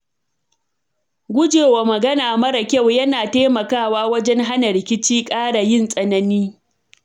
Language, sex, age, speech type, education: Hausa, female, 30-45, read, tertiary